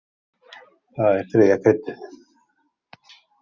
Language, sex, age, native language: Icelandic, male, 30-39, Icelandic